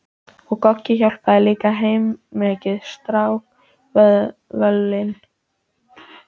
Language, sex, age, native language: Icelandic, male, 14, Icelandic